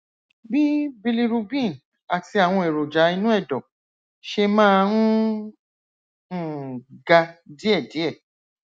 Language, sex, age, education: Yoruba, female, 46-60, tertiary